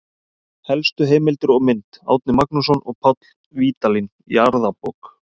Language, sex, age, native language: Icelandic, male, 30-39, Icelandic